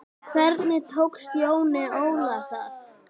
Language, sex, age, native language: Icelandic, female, 9, Icelandic